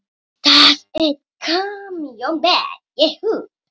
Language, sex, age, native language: Icelandic, female, 7, Icelandic